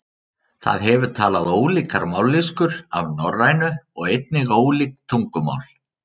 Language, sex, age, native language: Icelandic, male, 30-39, Icelandic